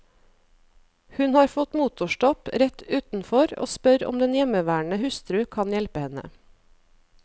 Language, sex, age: Norwegian, female, 37